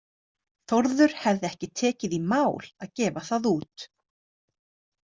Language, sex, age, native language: Icelandic, female, 30-39, Icelandic